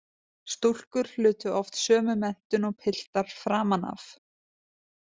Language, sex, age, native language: Icelandic, female, 20-29, Icelandic